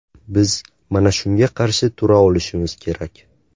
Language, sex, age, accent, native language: Uzbek, male, 18-24, Buxoro, Uzbek